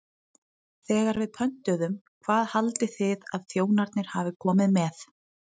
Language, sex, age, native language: Icelandic, female, 30-39, Icelandic